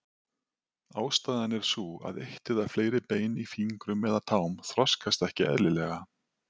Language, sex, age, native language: Icelandic, male, 40-49, Icelandic